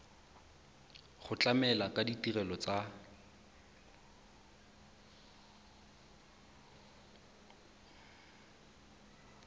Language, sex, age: Tswana, male, 23